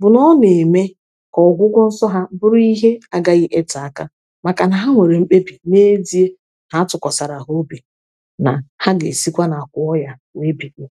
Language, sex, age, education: Igbo, female, 30-45, tertiary